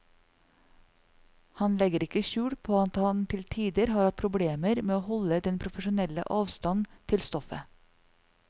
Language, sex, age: Norwegian, female, 40